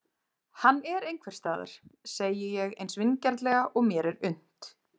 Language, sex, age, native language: Icelandic, female, 30-39, Icelandic